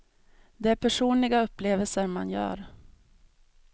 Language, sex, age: Swedish, female, 32